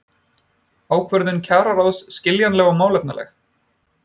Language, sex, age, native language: Icelandic, male, 20-29, Icelandic